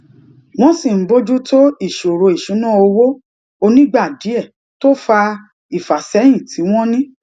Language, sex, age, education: Yoruba, female, 30-45, tertiary